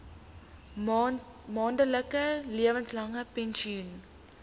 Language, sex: Afrikaans, female